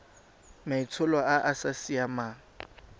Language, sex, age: Tswana, male, 20